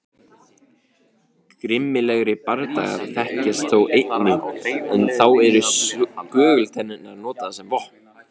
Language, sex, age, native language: Icelandic, male, 16, Icelandic